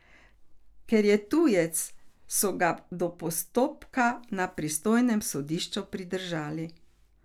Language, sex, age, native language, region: Slovenian, female, 60+, Slovenian, Carinthia region